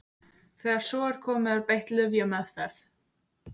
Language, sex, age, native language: Icelandic, female, 18-19, Icelandic